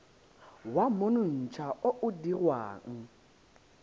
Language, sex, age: Tswana, male, 18